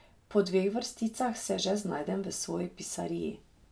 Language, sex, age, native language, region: Slovenian, female, 30-49, Slovenian, Drava region